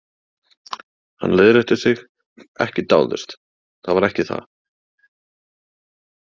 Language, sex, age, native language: Icelandic, male, 30-39, Icelandic